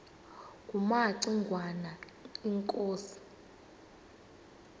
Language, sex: Xhosa, female